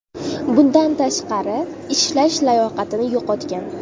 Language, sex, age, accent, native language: Uzbek, female, 19-29, Jizzax, Uzbek